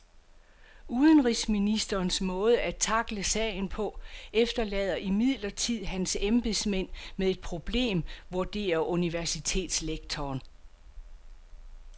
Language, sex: Danish, female